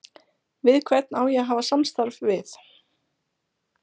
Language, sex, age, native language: Icelandic, female, 20-29, Icelandic